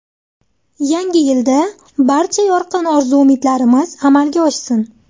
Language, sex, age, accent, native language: Uzbek, female, 19-29, Andijon, Uzbek